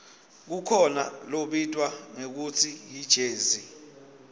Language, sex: Swati, male